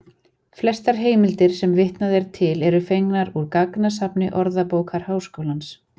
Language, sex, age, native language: Icelandic, female, 40-49, Icelandic